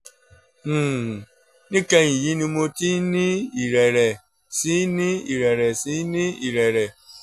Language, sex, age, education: Yoruba, male, 30-45, tertiary